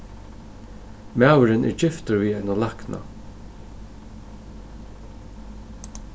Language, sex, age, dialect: Faroese, male, 36-60, Suðurstreymoy